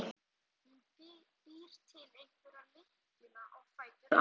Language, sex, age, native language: Icelandic, male, 11, Icelandic